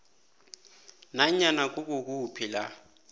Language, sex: South Ndebele, male